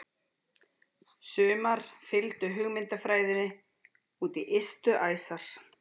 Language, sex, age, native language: Icelandic, female, 40-49, Icelandic